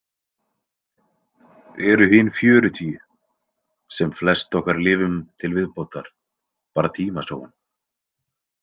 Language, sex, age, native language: Icelandic, male, 20-29, Icelandic